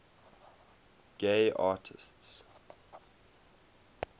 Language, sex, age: English, male, 18